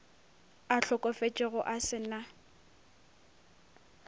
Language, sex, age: Northern Sotho, female, 23